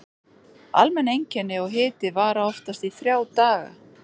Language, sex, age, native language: Icelandic, female, 40-49, Icelandic